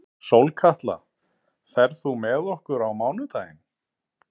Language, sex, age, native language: Icelandic, male, 40-49, Icelandic